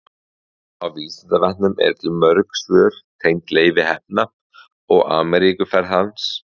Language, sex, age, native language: Icelandic, male, 20-29, Icelandic